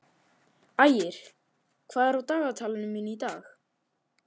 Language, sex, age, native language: Icelandic, male, 11, Icelandic